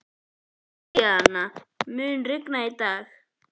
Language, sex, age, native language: Icelandic, male, 11, Icelandic